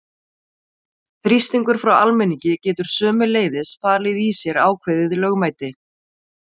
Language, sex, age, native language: Icelandic, female, 40-49, Icelandic